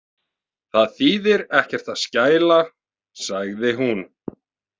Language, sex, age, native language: Icelandic, male, 30-39, Icelandic